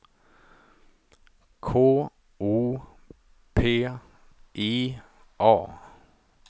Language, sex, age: Swedish, male, 35